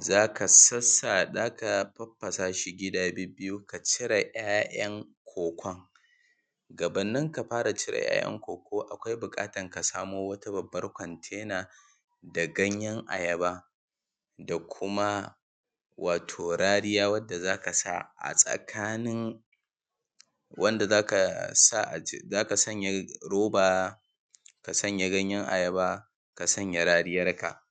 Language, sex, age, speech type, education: Hausa, male, 15-29, spontaneous, tertiary